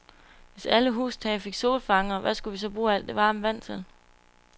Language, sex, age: Danish, female, 22